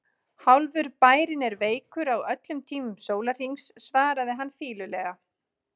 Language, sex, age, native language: Icelandic, female, 30-39, Icelandic